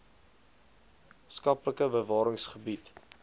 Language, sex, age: Afrikaans, male, 20